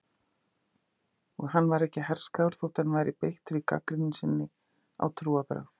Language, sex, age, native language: Icelandic, female, 50-59, Icelandic